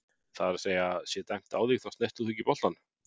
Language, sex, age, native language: Icelandic, male, 50-59, Icelandic